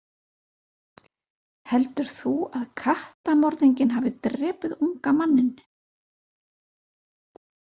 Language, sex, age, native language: Icelandic, female, 50-59, Icelandic